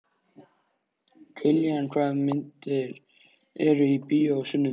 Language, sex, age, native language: Icelandic, male, 13, Icelandic